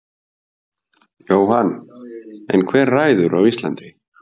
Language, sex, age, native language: Icelandic, male, 50-59, Icelandic